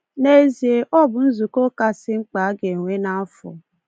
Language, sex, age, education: Igbo, female, 15-29, tertiary